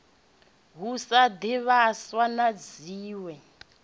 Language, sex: Venda, female